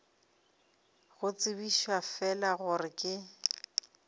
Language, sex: Northern Sotho, female